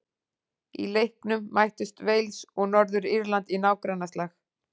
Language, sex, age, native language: Icelandic, female, 40-49, Icelandic